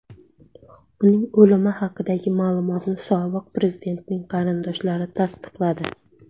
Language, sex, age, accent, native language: Uzbek, female, 19-29, Surxondaryo, Uzbek